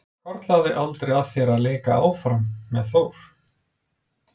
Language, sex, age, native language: Icelandic, male, 40-49, Icelandic